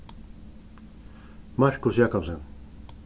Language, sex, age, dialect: Faroese, male, 36-60, Suðuroy